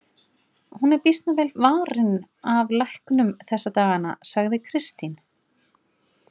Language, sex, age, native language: Icelandic, female, 40-49, Icelandic